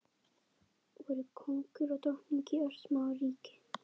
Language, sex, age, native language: Icelandic, female, 11, Icelandic